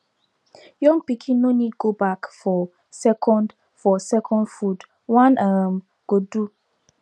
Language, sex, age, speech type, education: Nigerian Pidgin, female, 15-29, spontaneous, tertiary